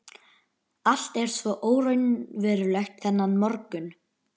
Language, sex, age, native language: Icelandic, male, 11, Icelandic